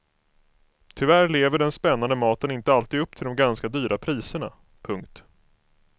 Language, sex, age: Swedish, male, 25